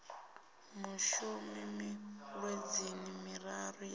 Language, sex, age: Venda, female, 19